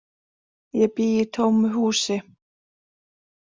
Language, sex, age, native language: Icelandic, female, 40-49, Icelandic